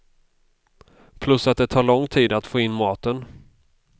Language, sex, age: Swedish, male, 32